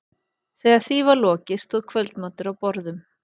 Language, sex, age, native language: Icelandic, female, 30-39, Icelandic